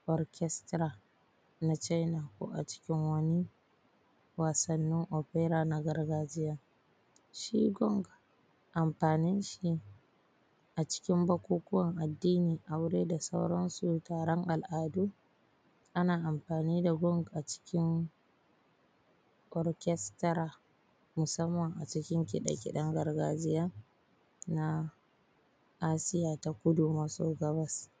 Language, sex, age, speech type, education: Hausa, female, 15-29, spontaneous, primary